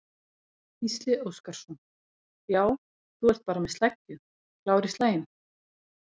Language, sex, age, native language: Icelandic, female, 30-39, Icelandic